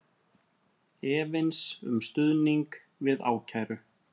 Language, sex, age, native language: Icelandic, male, 30-39, Icelandic